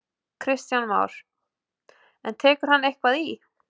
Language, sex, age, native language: Icelandic, female, 20-29, Icelandic